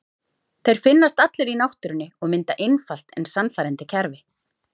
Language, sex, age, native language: Icelandic, female, 40-49, Icelandic